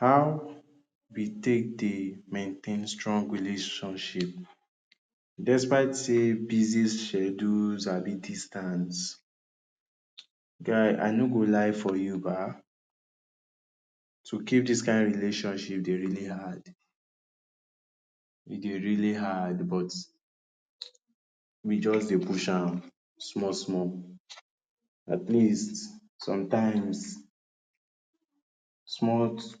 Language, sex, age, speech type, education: Nigerian Pidgin, male, 30-45, spontaneous, tertiary